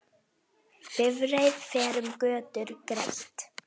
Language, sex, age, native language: Icelandic, female, 9, Icelandic